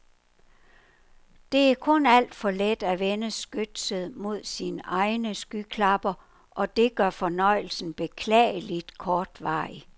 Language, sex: Danish, female